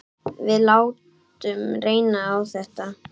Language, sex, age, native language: Icelandic, male, 8, Icelandic